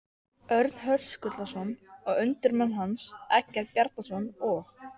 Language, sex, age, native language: Icelandic, male, 13, Icelandic